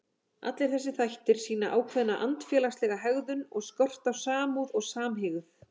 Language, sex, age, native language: Icelandic, female, 40-49, Icelandic